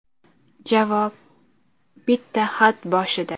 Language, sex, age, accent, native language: Uzbek, female, under 19, Toshkent shahri, Uzbek